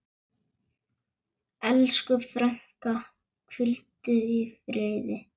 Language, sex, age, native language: Icelandic, male, 9, Icelandic